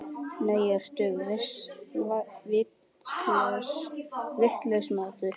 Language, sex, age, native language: Icelandic, male, 10, Icelandic